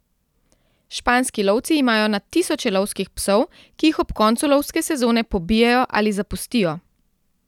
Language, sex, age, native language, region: Slovenian, female, 30-49, Slovenian, Central Slovenia